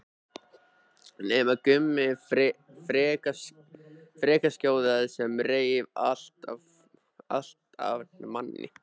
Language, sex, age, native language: Icelandic, male, 13, Icelandic